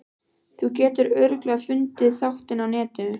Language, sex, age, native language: Icelandic, female, 12, Icelandic